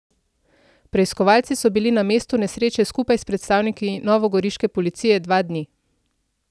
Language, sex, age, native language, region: Slovenian, female, 30-49, Slovenian, Central Slovenia